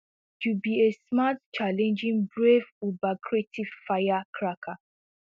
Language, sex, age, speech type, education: Nigerian Pidgin, female, 15-29, spontaneous, tertiary